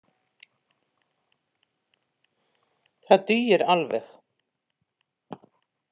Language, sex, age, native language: Icelandic, female, 50-59, Icelandic